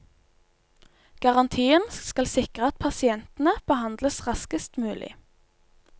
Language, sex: Norwegian, female